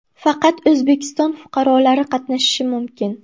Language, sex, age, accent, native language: Uzbek, female, under 19, Buxoro, Uzbek